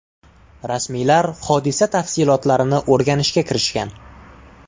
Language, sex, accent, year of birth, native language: Uzbek, male, Toshkent shahri, 1999, Uzbek